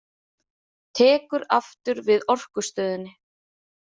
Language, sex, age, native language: Icelandic, female, 30-39, Icelandic